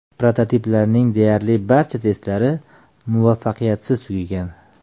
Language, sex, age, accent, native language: Uzbek, male, 35+, Toshkent shahri, Uzbek